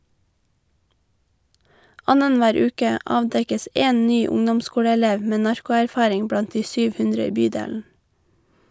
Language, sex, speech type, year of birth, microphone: Norwegian, female, read, 1989, Shure